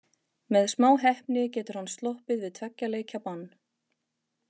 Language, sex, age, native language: Icelandic, female, 30-39, Icelandic